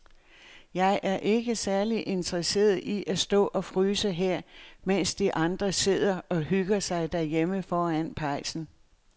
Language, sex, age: Danish, female, 69